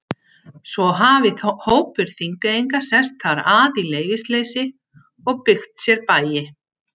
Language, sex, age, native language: Icelandic, female, 60-69, Icelandic